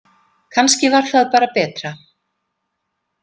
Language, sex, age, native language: Icelandic, female, 50-59, Icelandic